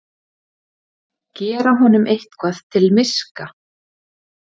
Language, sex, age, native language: Icelandic, female, 30-39, Icelandic